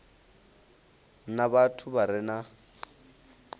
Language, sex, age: Venda, male, 19